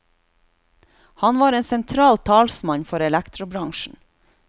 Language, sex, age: Norwegian, female, 36